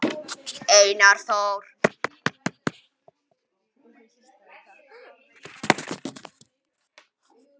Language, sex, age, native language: Icelandic, male, 10, Icelandic